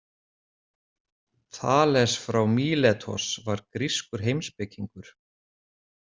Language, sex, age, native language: Icelandic, male, 40-49, Icelandic